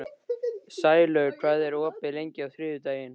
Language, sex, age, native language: Icelandic, male, 13, Icelandic